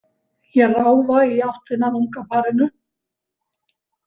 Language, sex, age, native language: Icelandic, female, 70-79, Icelandic